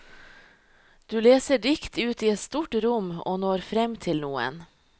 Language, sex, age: Norwegian, female, 38